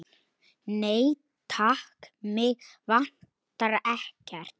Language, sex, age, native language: Icelandic, male, 9, Icelandic